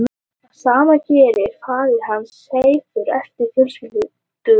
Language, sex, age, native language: Icelandic, female, 18-19, Icelandic